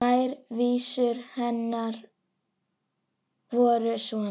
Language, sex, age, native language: Icelandic, female, 9, Icelandic